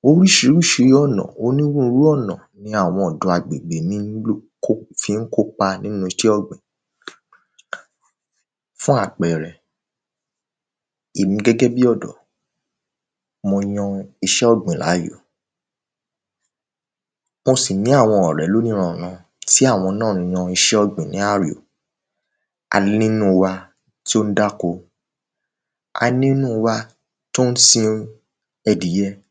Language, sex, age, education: Yoruba, male, 15-29, tertiary